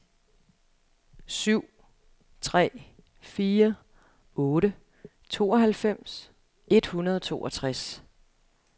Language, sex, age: Danish, female, 35